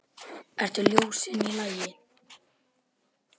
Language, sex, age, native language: Icelandic, female, 10, Icelandic